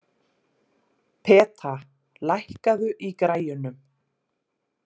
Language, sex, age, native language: Icelandic, female, 40-49, Icelandic